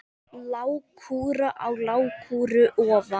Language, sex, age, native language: Icelandic, male, 10, Icelandic